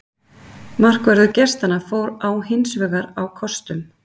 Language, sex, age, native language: Icelandic, female, 50-59, Icelandic